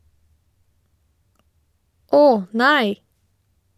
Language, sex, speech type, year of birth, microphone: Norwegian, female, read, 1985, Shure